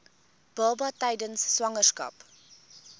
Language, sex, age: Afrikaans, female, 21